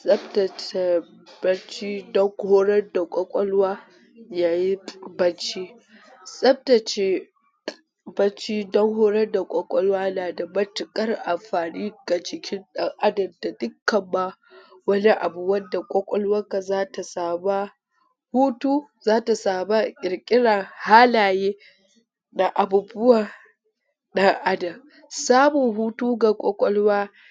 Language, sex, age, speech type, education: Hausa, female, 46-60, spontaneous, tertiary